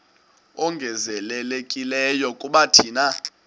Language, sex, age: Xhosa, male, 20